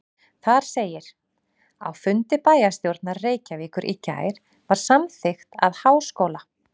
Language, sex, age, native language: Icelandic, female, 40-49, Icelandic